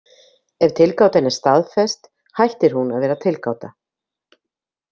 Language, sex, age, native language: Icelandic, female, 50-59, Icelandic